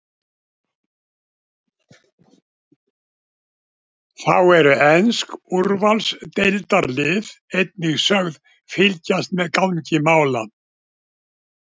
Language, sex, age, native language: Icelandic, male, 70-79, Icelandic